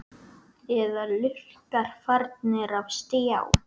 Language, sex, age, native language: Icelandic, male, 8, Icelandic